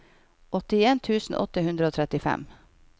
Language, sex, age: Norwegian, female, 51